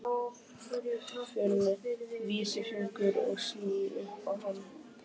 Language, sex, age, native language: Icelandic, male, 12, Icelandic